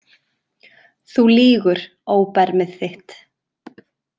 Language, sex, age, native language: Icelandic, female, 20-29, Icelandic